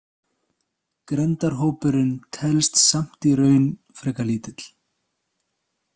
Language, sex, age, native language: Icelandic, male, 30-39, Icelandic